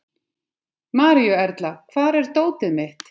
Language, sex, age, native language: Icelandic, female, 50-59, Icelandic